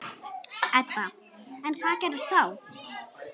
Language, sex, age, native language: Icelandic, female, 8, Icelandic